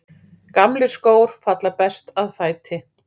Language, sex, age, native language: Icelandic, female, 40-49, Icelandic